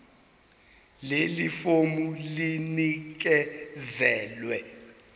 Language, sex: Zulu, male